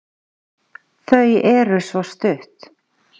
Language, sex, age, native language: Icelandic, female, 40-49, Icelandic